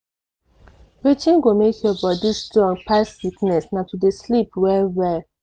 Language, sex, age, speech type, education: Nigerian Pidgin, female, 15-29, spontaneous, tertiary